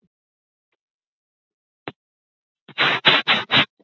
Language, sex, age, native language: Icelandic, male, 11, Icelandic